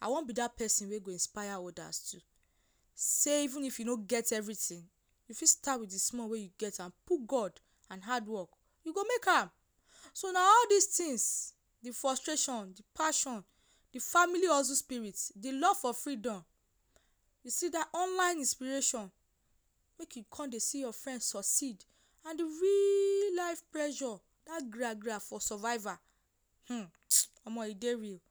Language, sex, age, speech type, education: Nigerian Pidgin, female, 15-29, spontaneous, tertiary